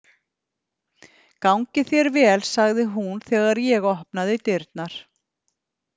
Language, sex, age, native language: Icelandic, female, 50-59, Icelandic